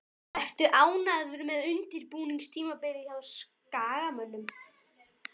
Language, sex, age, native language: Icelandic, female, 12, Icelandic